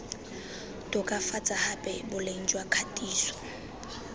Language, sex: Tswana, female